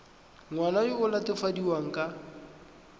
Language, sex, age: Tswana, male, 20